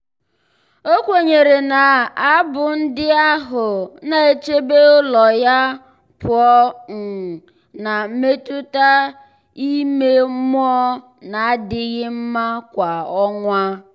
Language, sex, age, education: Igbo, male, 15-29, tertiary